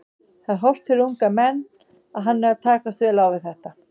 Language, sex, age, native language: Icelandic, female, 50-59, Icelandic